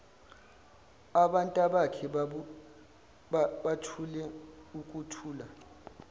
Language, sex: Zulu, male